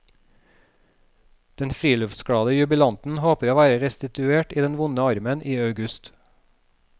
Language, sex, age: Norwegian, male, 36